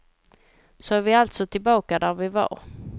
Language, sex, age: Swedish, female, 38